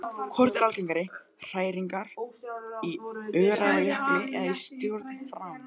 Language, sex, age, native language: Icelandic, male, 12, Icelandic